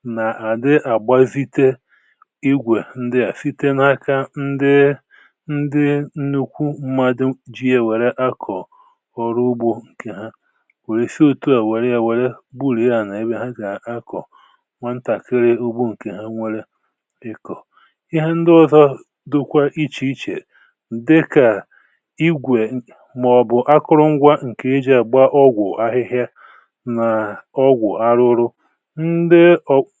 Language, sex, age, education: Igbo, male, 46-60, tertiary